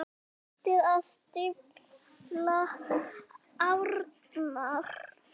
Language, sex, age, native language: Icelandic, male, 6, Icelandic